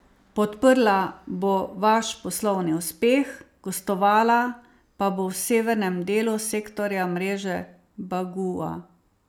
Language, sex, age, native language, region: Slovenian, female, 50-59, Slovenian, Savinja region